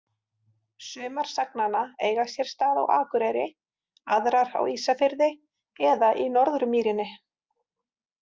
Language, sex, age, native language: Icelandic, female, 40-49, Icelandic